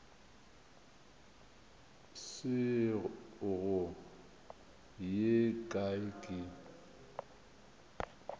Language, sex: Northern Sotho, male